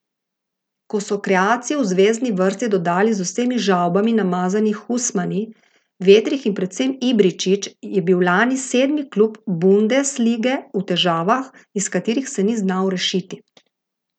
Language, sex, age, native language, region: Slovenian, female, 50-59, Slovenian, Gorica region